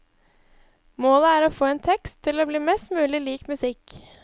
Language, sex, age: Norwegian, female, 20